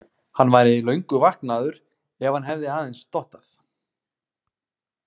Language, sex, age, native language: Icelandic, male, 30-39, Icelandic